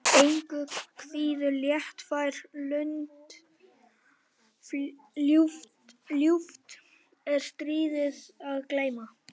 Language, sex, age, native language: Icelandic, male, 11, Icelandic